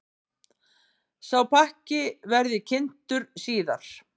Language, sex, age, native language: Icelandic, female, 50-59, Icelandic